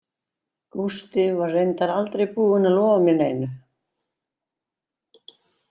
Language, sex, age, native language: Icelandic, female, 60-69, Icelandic